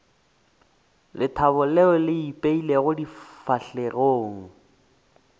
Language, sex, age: Northern Sotho, male, 24